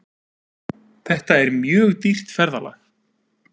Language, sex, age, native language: Icelandic, male, 30-39, Icelandic